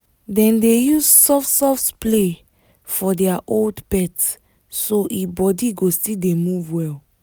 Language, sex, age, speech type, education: Nigerian Pidgin, female, 15-29, spontaneous, tertiary